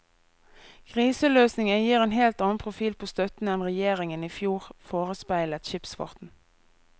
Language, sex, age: Norwegian, female, 24